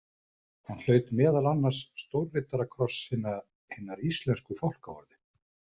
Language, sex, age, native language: Icelandic, male, 50-59, Icelandic